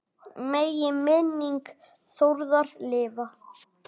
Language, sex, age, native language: Icelandic, male, 9, Icelandic